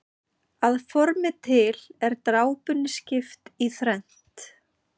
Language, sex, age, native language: Icelandic, female, 30-39, Icelandic